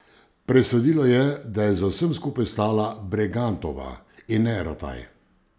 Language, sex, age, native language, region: Slovenian, male, 50-59, Slovenian, Savinja region